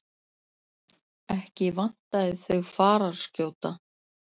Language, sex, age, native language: Icelandic, female, 40-49, Icelandic